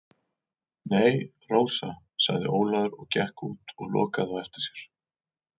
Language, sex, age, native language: Icelandic, male, 40-49, Icelandic